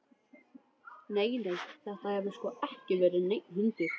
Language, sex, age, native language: Icelandic, male, 13, Icelandic